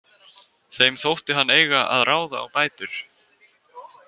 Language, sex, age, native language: Icelandic, female, 18-19, Icelandic